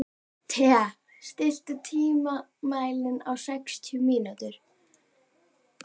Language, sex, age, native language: Icelandic, female, 11, Icelandic